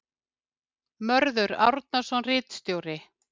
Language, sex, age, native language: Icelandic, female, 50-59, Icelandic